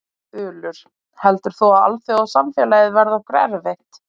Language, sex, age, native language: Icelandic, female, 20-29, Icelandic